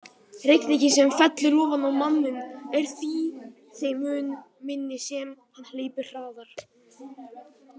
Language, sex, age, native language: Icelandic, male, 18-19, Icelandic